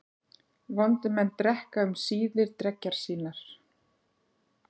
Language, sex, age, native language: Icelandic, female, 40-49, Icelandic